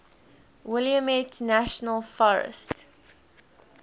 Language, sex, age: English, female, 20